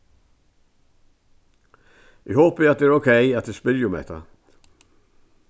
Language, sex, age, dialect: Faroese, male, 61+, Vágar